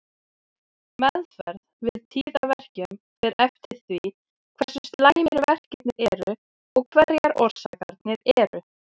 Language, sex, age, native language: Icelandic, female, 30-39, Icelandic